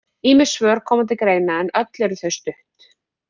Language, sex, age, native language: Icelandic, female, 40-49, Icelandic